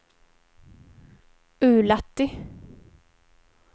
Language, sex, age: Swedish, female, 23